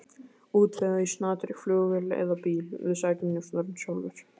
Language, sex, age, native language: Icelandic, male, 15, Icelandic